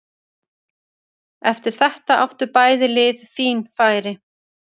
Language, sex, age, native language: Icelandic, female, 30-39, Icelandic